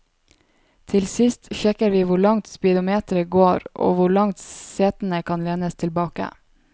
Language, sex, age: Norwegian, female, 27